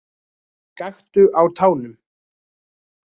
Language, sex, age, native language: Icelandic, male, 20-29, Icelandic